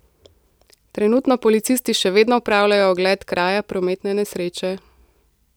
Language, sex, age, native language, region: Slovenian, female, 18-29, Slovenian, Central Slovenia